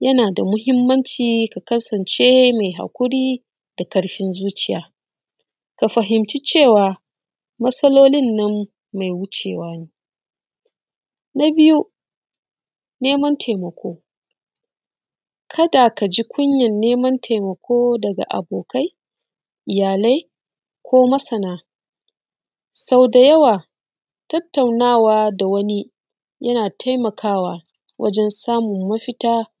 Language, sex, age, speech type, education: Hausa, female, 30-45, spontaneous, secondary